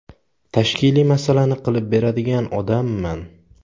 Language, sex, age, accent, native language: Uzbek, male, 18-24, Samarqand, Uzbek